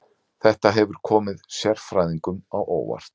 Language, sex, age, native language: Icelandic, male, 40-49, Icelandic